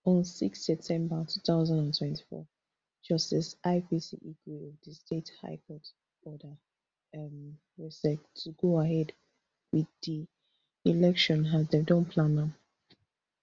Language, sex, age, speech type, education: Nigerian Pidgin, female, 15-29, spontaneous, tertiary